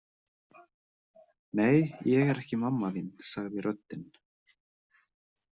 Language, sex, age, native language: Icelandic, male, 30-39, Icelandic